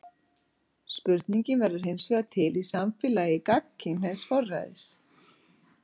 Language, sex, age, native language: Icelandic, female, 40-49, Icelandic